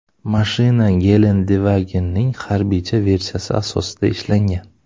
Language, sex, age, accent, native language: Uzbek, male, 25-34, Toshkent shahri, Uzbek